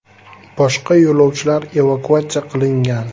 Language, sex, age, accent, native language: Uzbek, male, 25-34, Toshkent viloyati, Uzbek